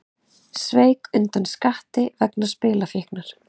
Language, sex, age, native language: Icelandic, female, 30-39, Icelandic